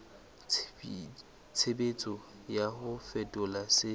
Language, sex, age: Southern Sotho, male, 20